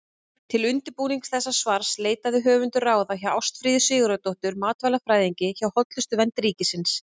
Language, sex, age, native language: Icelandic, female, 30-39, Icelandic